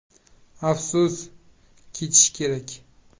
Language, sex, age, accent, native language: Uzbek, male, 18-24, Qashqadaryo, Uzbek